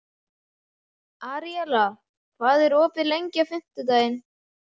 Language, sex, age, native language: Icelandic, male, 11, Icelandic